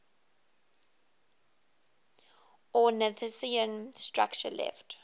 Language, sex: English, female